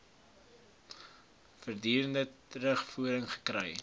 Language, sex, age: Afrikaans, male, 20